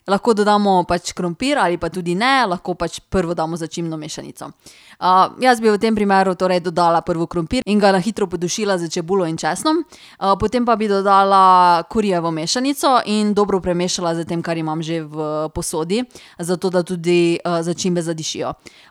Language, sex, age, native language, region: Slovenian, female, 30-49, Slovenian, Drava region